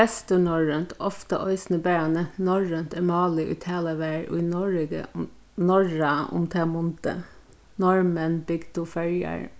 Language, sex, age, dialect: Faroese, female, 36-60, Norðurstreymoy/Eysturoy